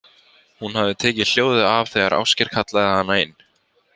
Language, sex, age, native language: Icelandic, male, 50-59, Icelandic